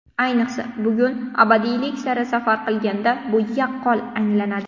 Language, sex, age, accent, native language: Uzbek, female, 18-24, Buxoro, Uzbek